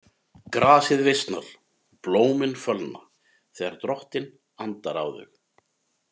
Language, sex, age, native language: Icelandic, male, 50-59, Icelandic